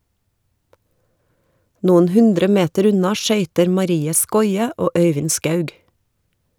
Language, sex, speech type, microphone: Norwegian, female, read, Shure